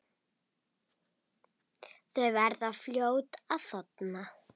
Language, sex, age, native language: Icelandic, female, 8, Icelandic